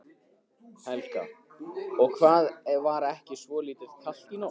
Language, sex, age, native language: Icelandic, male, 15, Icelandic